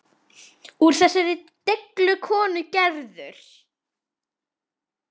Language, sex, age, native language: Icelandic, female, 9, Icelandic